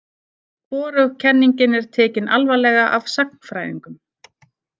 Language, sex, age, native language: Icelandic, female, 30-39, Icelandic